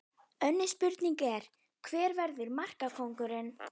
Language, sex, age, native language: Icelandic, female, 12, Icelandic